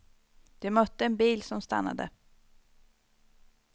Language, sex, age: Swedish, female, 25